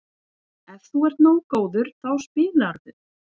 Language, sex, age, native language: Icelandic, female, 40-49, Icelandic